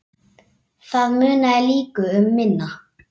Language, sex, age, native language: Icelandic, male, 8, Icelandic